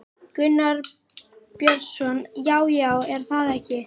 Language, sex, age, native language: Icelandic, female, 11, Icelandic